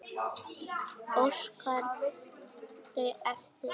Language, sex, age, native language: Icelandic, female, 10, Icelandic